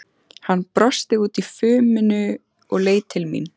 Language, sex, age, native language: Icelandic, female, 14, Icelandic